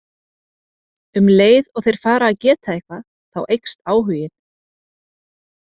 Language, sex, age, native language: Icelandic, female, 30-39, Icelandic